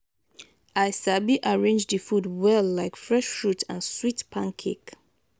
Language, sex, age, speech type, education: Nigerian Pidgin, female, 30-45, spontaneous, tertiary